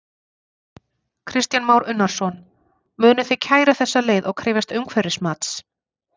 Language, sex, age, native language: Icelandic, female, 40-49, Icelandic